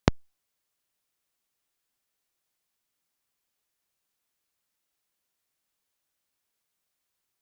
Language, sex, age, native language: Icelandic, female, 40-49, Icelandic